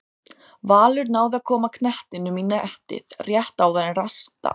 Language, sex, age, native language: Icelandic, female, 30-39, Icelandic